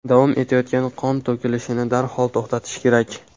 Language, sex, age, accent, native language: Uzbek, male, 12-17, Andijon, Uzbek